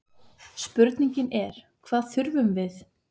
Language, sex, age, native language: Icelandic, female, 30-39, Icelandic